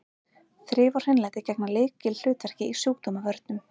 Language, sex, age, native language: Icelandic, female, 30-39, Icelandic